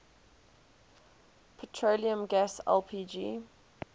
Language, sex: English, female